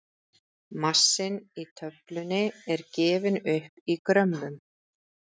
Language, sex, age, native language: Icelandic, female, 30-39, Icelandic